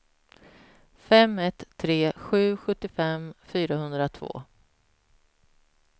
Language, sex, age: Swedish, female, 46